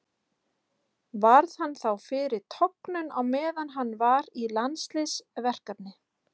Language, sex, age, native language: Icelandic, female, 30-39, Icelandic